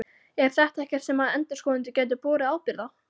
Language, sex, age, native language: Icelandic, female, 14, Icelandic